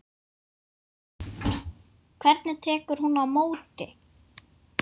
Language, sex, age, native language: Icelandic, female, 10, Icelandic